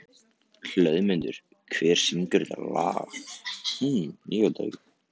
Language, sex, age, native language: Icelandic, other, 14, Icelandic